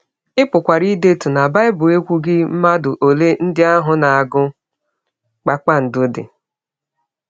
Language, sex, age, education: Igbo, female, 30-45, tertiary